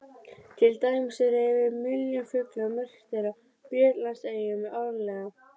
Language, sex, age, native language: Icelandic, female, 30-39, Icelandic